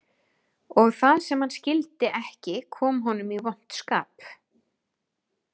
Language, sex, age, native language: Icelandic, female, 30-39, Icelandic